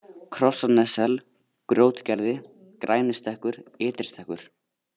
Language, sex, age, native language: Icelandic, male, 80-89, Icelandic